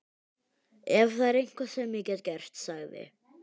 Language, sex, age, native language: Icelandic, male, 18-19, Icelandic